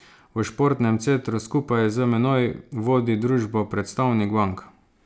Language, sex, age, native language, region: Slovenian, male, 30-49, Slovenian, Savinja region